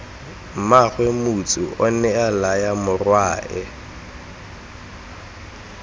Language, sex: Tswana, male